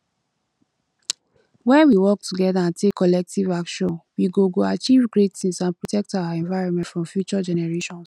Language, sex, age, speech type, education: Nigerian Pidgin, female, 15-29, spontaneous, tertiary